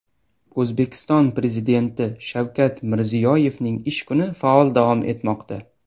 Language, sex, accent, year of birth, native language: Uzbek, male, Toshkent shahri, 2002, Uzbek